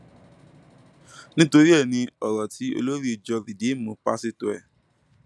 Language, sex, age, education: Yoruba, male, 15-29, tertiary